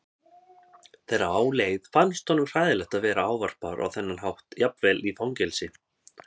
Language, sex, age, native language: Icelandic, male, 30-39, Icelandic